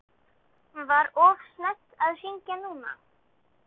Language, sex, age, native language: Icelandic, female, 12, Icelandic